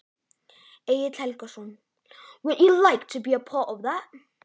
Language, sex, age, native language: Icelandic, male, 11, Icelandic